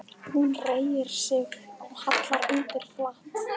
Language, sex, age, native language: Icelandic, female, 14, Icelandic